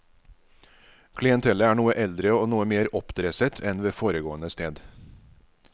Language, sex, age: Norwegian, male, 49